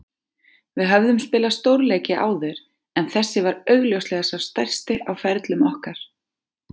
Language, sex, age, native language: Icelandic, female, 40-49, Icelandic